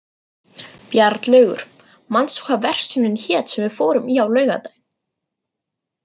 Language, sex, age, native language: Icelandic, female, 40-49, Icelandic